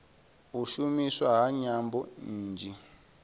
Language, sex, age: Venda, male, 22